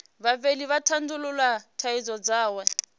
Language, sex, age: Venda, female, 28